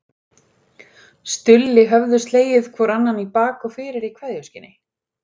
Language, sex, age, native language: Icelandic, female, 40-49, Icelandic